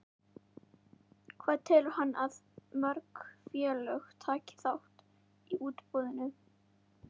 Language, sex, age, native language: Icelandic, female, 11, Icelandic